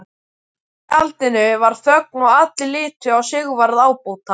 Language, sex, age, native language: Icelandic, male, 12, Icelandic